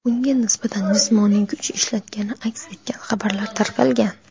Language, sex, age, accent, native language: Uzbek, female, under 19, Xorazm, Uzbek